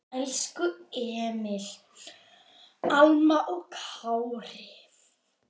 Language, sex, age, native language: Icelandic, male, 10, Icelandic